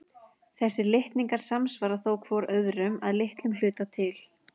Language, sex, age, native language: Icelandic, female, 30-39, Icelandic